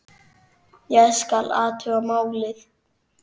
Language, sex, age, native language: Icelandic, male, 9, Icelandic